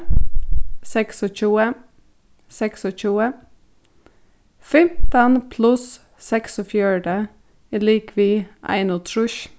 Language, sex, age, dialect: Faroese, female, 15-35, Suðurstreymoy